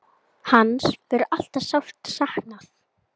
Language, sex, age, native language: Icelandic, female, 8, Icelandic